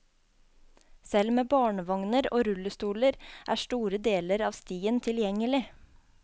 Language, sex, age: Norwegian, female, 24